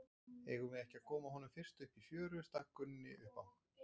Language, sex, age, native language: Icelandic, male, 40-49, Icelandic